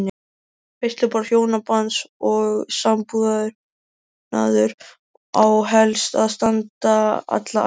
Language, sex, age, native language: Icelandic, male, 13, Icelandic